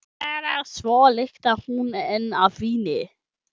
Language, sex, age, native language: Icelandic, male, 12, German